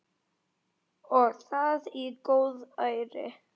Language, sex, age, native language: Icelandic, male, 9, Icelandic